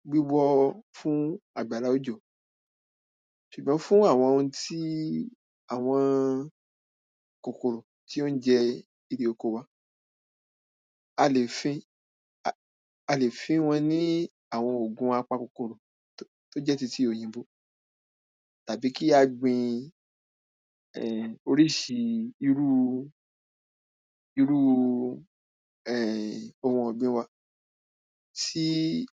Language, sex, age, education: Yoruba, male, 15-29, primary